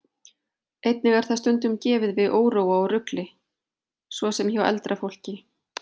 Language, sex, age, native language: Icelandic, female, 40-49, Icelandic